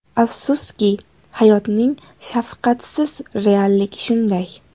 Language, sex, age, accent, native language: Uzbek, female, 18-24, Namangan, Uzbek